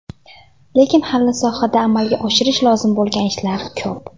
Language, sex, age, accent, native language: Uzbek, female, 18-24, Andijon, Uzbek